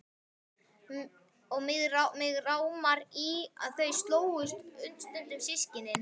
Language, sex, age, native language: Icelandic, male, 12, Icelandic